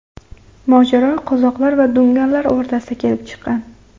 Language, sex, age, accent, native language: Uzbek, female, 18-24, Farg'ona, Uzbek